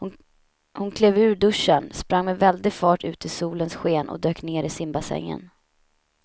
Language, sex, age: Swedish, female, 31